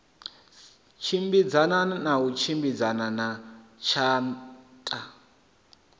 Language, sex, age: Venda, male, 21